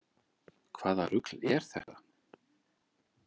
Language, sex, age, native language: Icelandic, male, 40-49, Icelandic